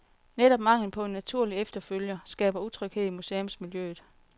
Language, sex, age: Danish, female, 40